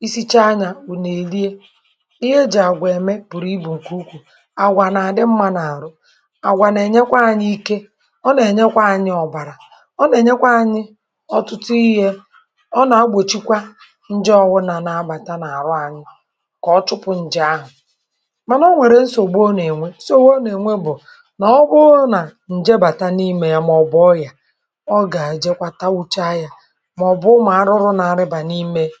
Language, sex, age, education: Igbo, female, 30-45, tertiary